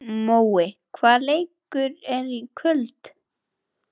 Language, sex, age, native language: Icelandic, female, 18-19, Icelandic